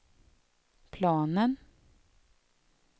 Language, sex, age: Swedish, female, 32